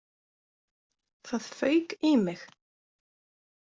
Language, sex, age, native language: Icelandic, female, 20-29, Icelandic